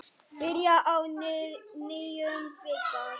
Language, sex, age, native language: Icelandic, male, 8, Icelandic